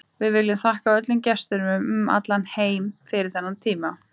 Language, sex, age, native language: Icelandic, female, 30-39, Icelandic